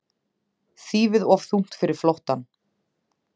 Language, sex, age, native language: Icelandic, female, 30-39, Icelandic